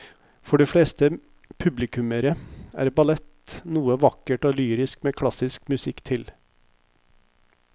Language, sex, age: Norwegian, male, 50